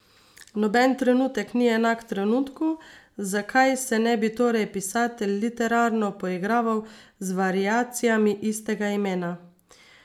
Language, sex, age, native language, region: Slovenian, female, 30-49, Slovenian, Savinja region